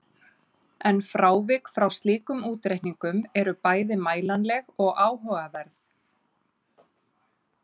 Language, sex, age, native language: Icelandic, female, 30-39, Icelandic